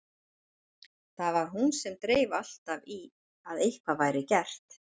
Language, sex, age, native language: Icelandic, female, 40-49, Icelandic